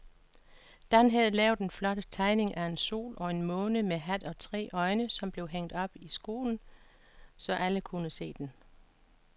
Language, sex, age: Danish, female, 56